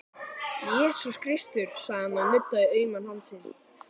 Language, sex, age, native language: Icelandic, male, 14, Icelandic